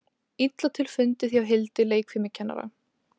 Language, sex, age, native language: Icelandic, female, 20-29, Icelandic